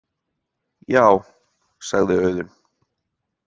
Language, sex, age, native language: Icelandic, male, 30-39, Icelandic